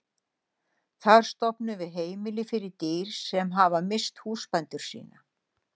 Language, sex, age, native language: Icelandic, female, 60-69, Icelandic